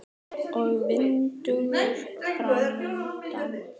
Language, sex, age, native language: Icelandic, female, 18-19, Icelandic